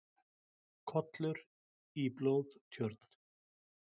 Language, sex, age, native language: Icelandic, male, 60-69, Icelandic